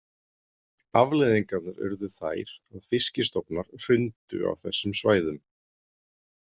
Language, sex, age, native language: Icelandic, male, 30-39, Icelandic